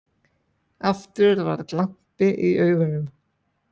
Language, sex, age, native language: Icelandic, male, 20-29, Icelandic